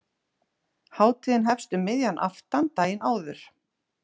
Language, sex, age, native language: Icelandic, female, 40-49, Icelandic